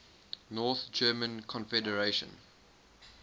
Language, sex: English, male